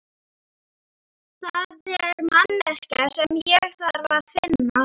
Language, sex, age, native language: Icelandic, female, 11, Icelandic